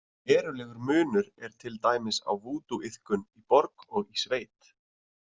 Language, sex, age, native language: Icelandic, male, 30-39, Icelandic